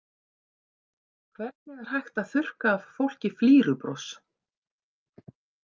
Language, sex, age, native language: Icelandic, female, 50-59, Icelandic